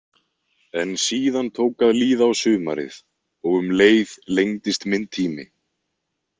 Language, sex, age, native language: Icelandic, male, 20-29, Icelandic